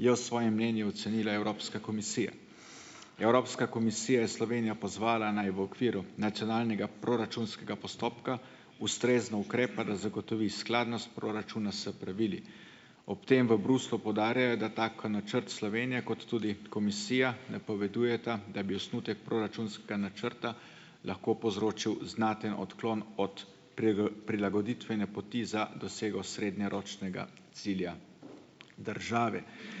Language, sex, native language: Slovenian, male, Slovenian